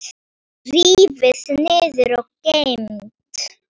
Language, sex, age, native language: Icelandic, female, 9, Icelandic